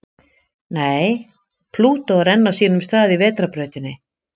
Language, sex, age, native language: Icelandic, female, 50-59, Icelandic